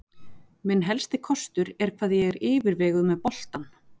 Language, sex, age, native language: Icelandic, female, 40-49, Icelandic